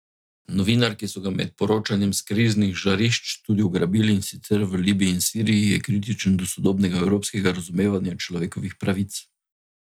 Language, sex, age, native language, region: Slovenian, male, 50-59, Slovenian, Drava region